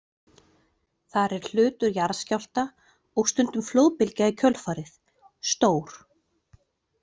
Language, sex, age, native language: Icelandic, female, 40-49, Icelandic